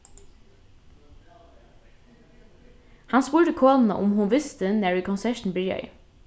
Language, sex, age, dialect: Faroese, female, 15-35, Norðurstreymoy/Eysturoy